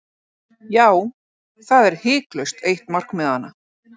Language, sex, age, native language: Icelandic, female, 40-49, Icelandic